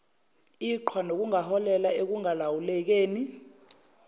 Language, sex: Zulu, female